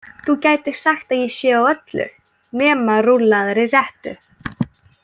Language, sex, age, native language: Icelandic, female, 18-19, Icelandic